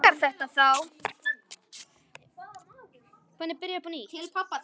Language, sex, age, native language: Icelandic, male, 10, Icelandic